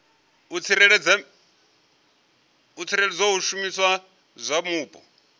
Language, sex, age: Venda, male, 34